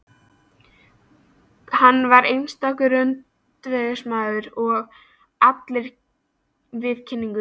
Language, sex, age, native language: Icelandic, female, 13, Icelandic